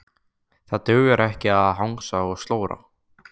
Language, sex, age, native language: Icelandic, male, 15, Icelandic